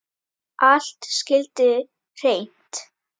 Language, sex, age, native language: Icelandic, female, 10, Icelandic